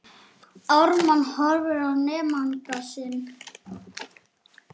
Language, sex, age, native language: Icelandic, male, 7, Icelandic